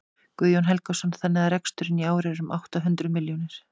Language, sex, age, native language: Icelandic, female, 40-49, Icelandic